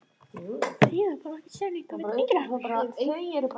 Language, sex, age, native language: Icelandic, female, 13, Icelandic